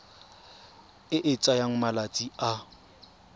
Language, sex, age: Tswana, male, 23